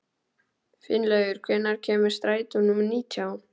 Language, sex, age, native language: Icelandic, male, 12, Icelandic